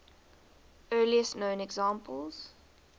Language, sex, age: English, female, 20